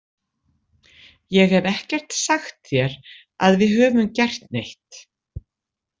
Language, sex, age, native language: Icelandic, female, 60-69, Icelandic